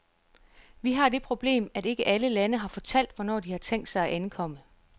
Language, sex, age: Danish, female, 34